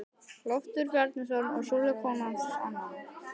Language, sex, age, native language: Icelandic, male, 12, Icelandic